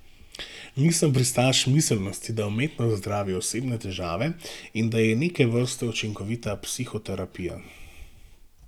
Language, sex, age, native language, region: Slovenian, male, 18-29, Slovenian, Gorenjska region